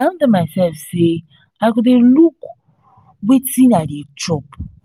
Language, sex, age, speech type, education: Nigerian Pidgin, female, 15-29, spontaneous, tertiary